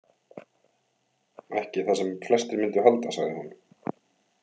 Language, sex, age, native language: Icelandic, male, 30-39, Icelandic